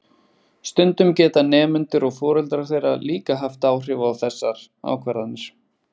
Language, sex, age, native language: Icelandic, male, 20-29, Icelandic